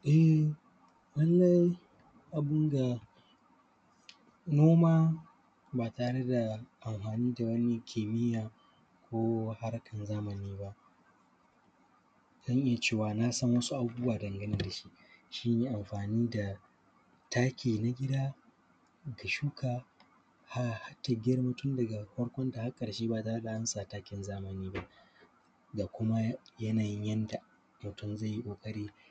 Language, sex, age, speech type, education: Hausa, male, 15-29, spontaneous, primary